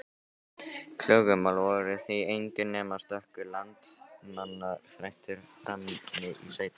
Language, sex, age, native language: Icelandic, male, 13, Icelandic